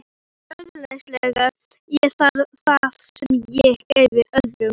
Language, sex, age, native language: Icelandic, female, 11, Icelandic